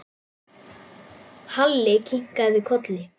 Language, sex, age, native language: Icelandic, female, 9, Icelandic